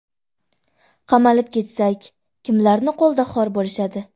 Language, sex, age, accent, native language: Uzbek, female, 18-24, Andijon, Uzbek